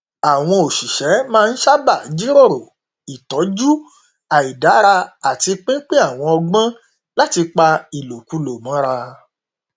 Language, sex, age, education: Yoruba, male, 46-60, tertiary